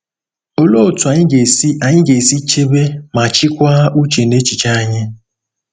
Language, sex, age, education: Igbo, male, 15-29, tertiary